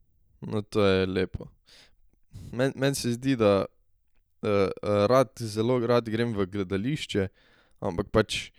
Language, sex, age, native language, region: Slovenian, male, 18-29, Slovenian, Drava region